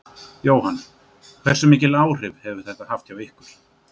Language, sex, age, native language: Icelandic, male, 60-69, Icelandic